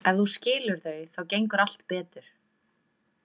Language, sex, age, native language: Icelandic, female, 20-29, Icelandic